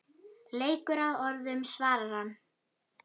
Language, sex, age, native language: Icelandic, female, 10, Icelandic